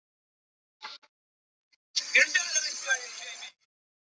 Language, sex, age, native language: Icelandic, male, 13, Polish